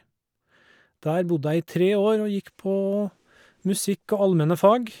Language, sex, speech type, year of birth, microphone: Norwegian, male, spontaneous, 1969, Shure